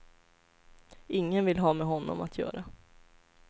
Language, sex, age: Swedish, female, 25